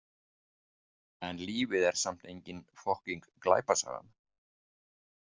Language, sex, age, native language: Icelandic, male, 50-59, Icelandic